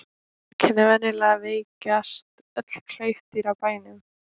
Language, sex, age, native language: Icelandic, female, 18-19, Icelandic